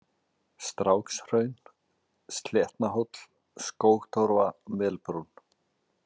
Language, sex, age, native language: Icelandic, male, 40-49, Icelandic